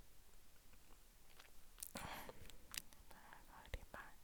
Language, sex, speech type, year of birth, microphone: Norwegian, female, spontaneous, 1983, Sennheiser